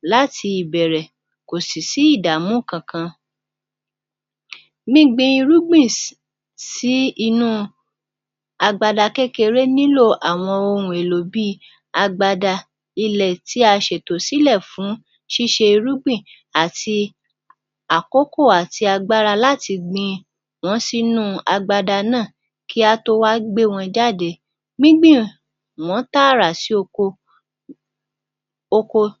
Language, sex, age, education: Yoruba, female, 46-60, tertiary